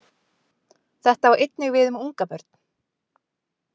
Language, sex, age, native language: Icelandic, female, 20-29, Icelandic